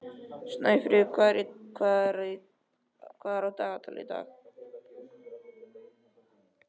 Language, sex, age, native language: Icelandic, male, 13, Icelandic